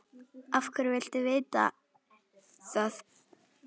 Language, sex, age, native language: Icelandic, female, 10, Icelandic